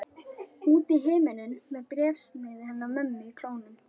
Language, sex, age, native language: Icelandic, female, 12, Icelandic